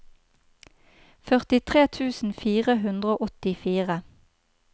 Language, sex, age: Norwegian, female, 29